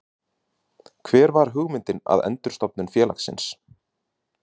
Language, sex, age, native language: Icelandic, male, 30-39, Icelandic